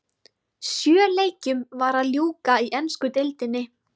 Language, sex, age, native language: Icelandic, female, 20-29, Icelandic